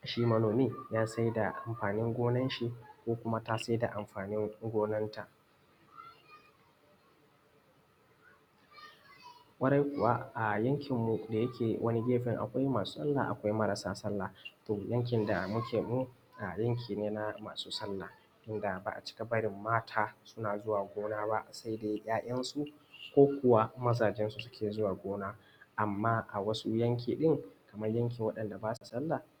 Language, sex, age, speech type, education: Hausa, male, 15-29, spontaneous, tertiary